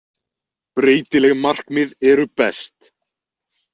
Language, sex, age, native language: Icelandic, male, 20-29, Icelandic